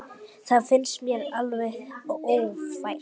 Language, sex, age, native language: Icelandic, female, 8, Icelandic